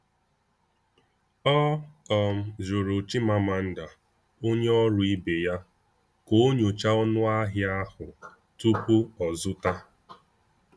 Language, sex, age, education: Igbo, male, 15-29, tertiary